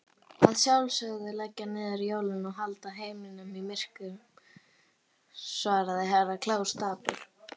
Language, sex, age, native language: Icelandic, female, 18-19, Icelandic